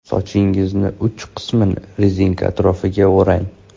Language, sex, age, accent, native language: Uzbek, male, 18-24, Toshkent shahri, Uzbek